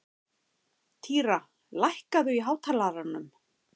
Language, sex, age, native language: Icelandic, female, 50-59, Icelandic